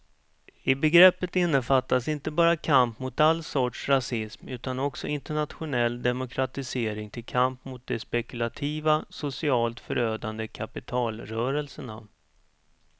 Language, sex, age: Swedish, male, 47